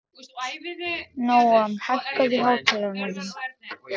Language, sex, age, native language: Icelandic, male, 13, Icelandic